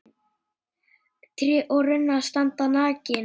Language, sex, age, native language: Icelandic, male, 8, Icelandic